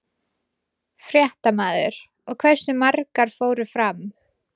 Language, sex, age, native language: Icelandic, female, 20-29, Icelandic